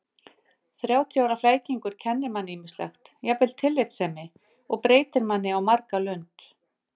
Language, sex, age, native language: Icelandic, female, 50-59, Icelandic